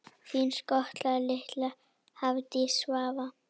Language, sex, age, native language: Icelandic, female, 9, Icelandic